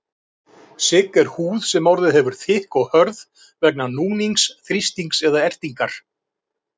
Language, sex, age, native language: Icelandic, male, 50-59, Icelandic